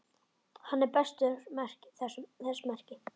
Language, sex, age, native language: Icelandic, male, 10, Icelandic